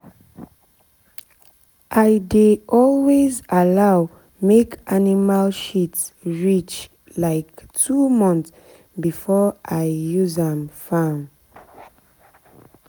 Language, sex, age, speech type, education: Nigerian Pidgin, female, 15-29, spontaneous, tertiary